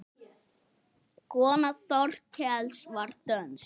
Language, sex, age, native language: Icelandic, male, 6, Icelandic